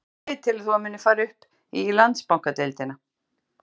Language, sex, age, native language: Icelandic, female, 40-49, Icelandic